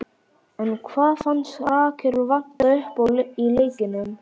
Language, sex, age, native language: Icelandic, male, 11, Icelandic